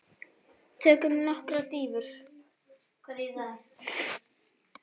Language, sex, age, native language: Icelandic, female, 9, Icelandic